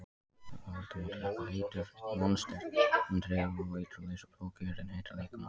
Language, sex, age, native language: Icelandic, male, 20-29, Icelandic